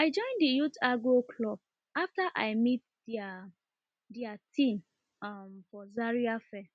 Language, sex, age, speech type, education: Nigerian Pidgin, female, 30-45, spontaneous, tertiary